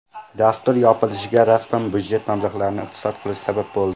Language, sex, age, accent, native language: Uzbek, male, 12-17, Surxondaryo, Uzbek